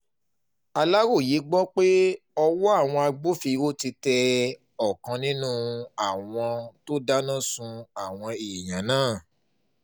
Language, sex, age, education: Yoruba, male, 30-45, tertiary